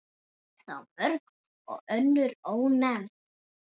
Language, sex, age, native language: Icelandic, male, 9, Icelandic